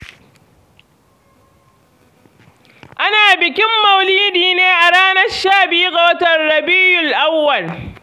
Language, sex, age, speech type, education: Hausa, female, 46-60, read, secondary